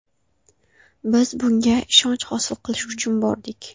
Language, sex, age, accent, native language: Uzbek, female, 18-24, Xorazm, Uzbek